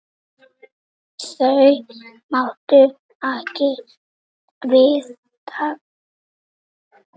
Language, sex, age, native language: Icelandic, other, 6, Icelandic